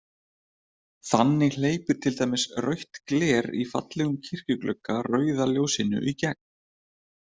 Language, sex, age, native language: Icelandic, male, 30-39, Icelandic